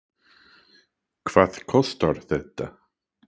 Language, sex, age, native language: Icelandic, male, 60-69, English